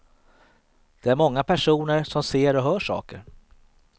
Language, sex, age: Swedish, male, 38